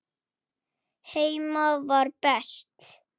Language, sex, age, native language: Icelandic, male, 8, Icelandic